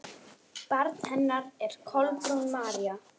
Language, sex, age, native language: Icelandic, female, 9, Icelandic